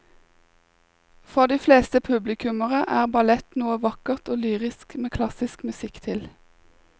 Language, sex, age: Norwegian, female, 21